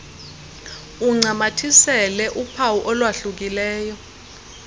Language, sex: Xhosa, female